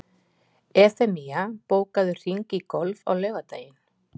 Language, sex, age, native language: Icelandic, female, 40-49, Icelandic